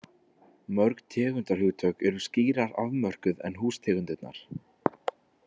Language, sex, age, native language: Icelandic, male, 20-29, Icelandic